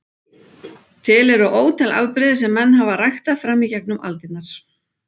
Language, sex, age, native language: Icelandic, female, 40-49, Icelandic